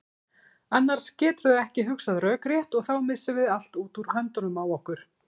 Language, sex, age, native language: Icelandic, female, 40-49, Icelandic